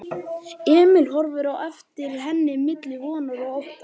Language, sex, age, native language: Icelandic, male, 11, Icelandic